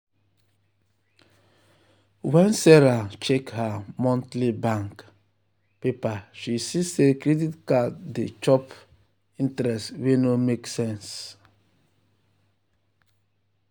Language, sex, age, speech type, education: Nigerian Pidgin, male, 30-45, spontaneous, tertiary